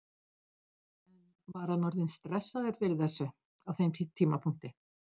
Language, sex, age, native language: Icelandic, female, 60-69, Icelandic